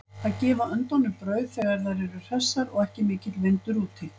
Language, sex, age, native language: Icelandic, female, 50-59, Icelandic